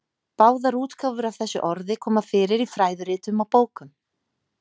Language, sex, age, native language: Icelandic, female, 30-39, Icelandic